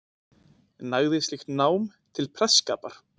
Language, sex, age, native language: Icelandic, male, 20-29, Icelandic